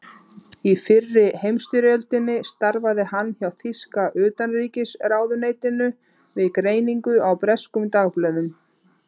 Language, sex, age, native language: Icelandic, female, 30-39, Icelandic